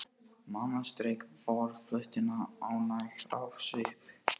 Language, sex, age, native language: Icelandic, male, 18-19, Portuguese